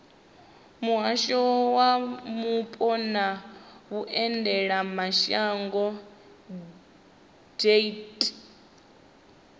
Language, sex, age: Venda, female, 25